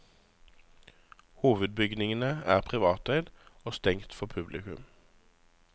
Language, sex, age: Norwegian, male, 35